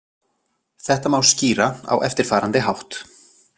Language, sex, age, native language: Icelandic, other, 40-49, Icelandic